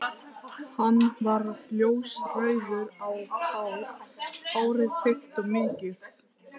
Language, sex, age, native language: Icelandic, female, 15, Icelandic